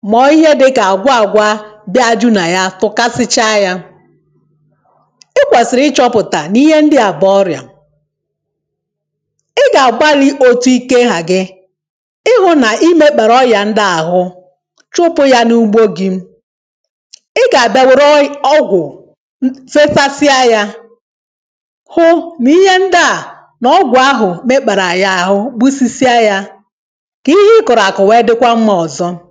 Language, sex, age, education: Igbo, female, 15-29, tertiary